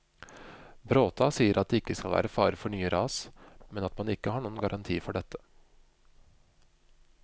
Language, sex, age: Norwegian, male, 25